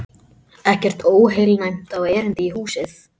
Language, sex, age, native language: Icelandic, male, 12, Icelandic